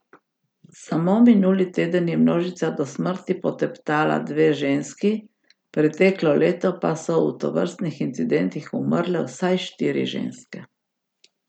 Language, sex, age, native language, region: Slovenian, female, 60+, Slovenian, Gorica region